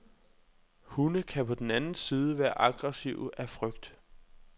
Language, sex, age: Danish, male, 26